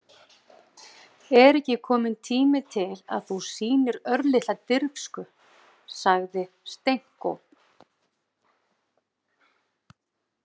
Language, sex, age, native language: Icelandic, female, 30-39, Icelandic